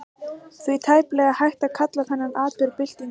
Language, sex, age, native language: Icelandic, female, 18-19, Icelandic